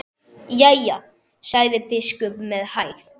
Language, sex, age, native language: Icelandic, male, 10, Icelandic